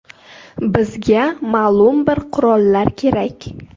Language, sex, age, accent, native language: Uzbek, female, 18-24, Surxondaryo, Uzbek